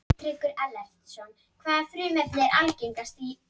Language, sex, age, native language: Icelandic, female, 12, Icelandic